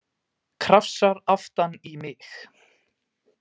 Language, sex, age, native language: Icelandic, male, 18-19, Icelandic